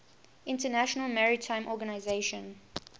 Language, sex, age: English, female, 18